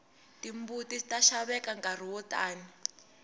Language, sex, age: Tsonga, female, 18